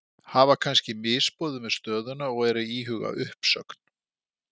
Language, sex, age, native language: Icelandic, male, 50-59, Icelandic